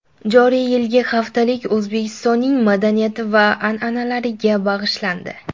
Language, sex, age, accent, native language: Uzbek, female, under 19, Jizzax, Uzbek